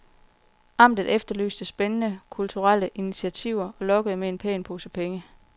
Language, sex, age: Danish, female, 40